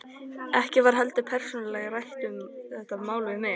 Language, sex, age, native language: Icelandic, female, 13, Icelandic